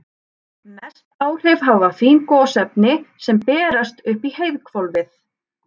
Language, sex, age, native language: Icelandic, female, 30-39, Icelandic